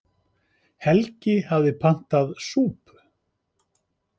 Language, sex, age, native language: Icelandic, male, 50-59, Icelandic